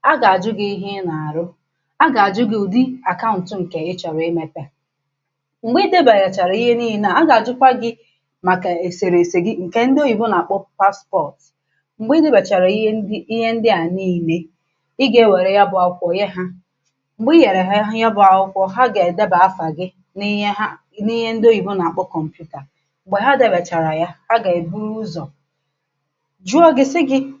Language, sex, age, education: Igbo, female, 15-29, secondary